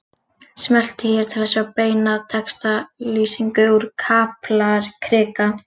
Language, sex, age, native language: Icelandic, female, 40-49, Icelandic